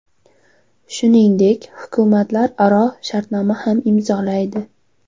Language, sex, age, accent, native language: Uzbek, female, 18-24, Xorazm, Uzbek